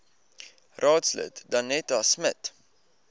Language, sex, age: Afrikaans, male, 20